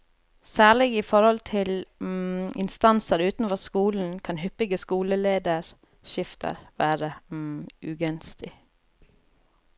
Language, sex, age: Norwegian, female, 30